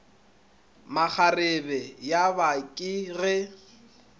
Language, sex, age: Northern Sotho, male, 25